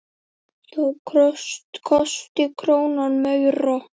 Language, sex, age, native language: Icelandic, female, 8, Icelandic